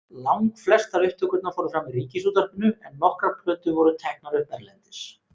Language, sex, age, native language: Icelandic, male, 30-39, Icelandic